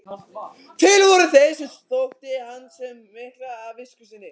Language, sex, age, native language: Icelandic, male, 15, Icelandic